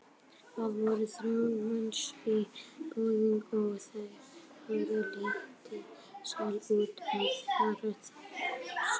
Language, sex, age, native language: Icelandic, male, 18-19, Icelandic